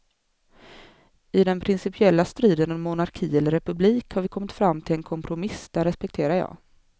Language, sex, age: Swedish, female, 24